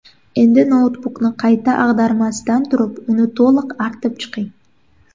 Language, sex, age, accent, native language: Uzbek, female, 18-24, Qashqadaryo, Uzbek